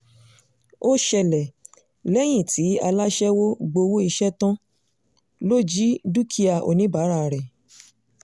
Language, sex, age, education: Yoruba, female, 15-29, secondary